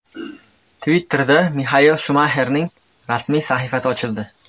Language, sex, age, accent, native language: Uzbek, male, 18-24, Andijon, Uzbek